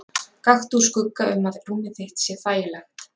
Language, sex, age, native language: Icelandic, female, 40-49, Icelandic